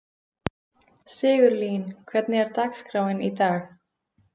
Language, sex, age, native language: Icelandic, female, 15, Icelandic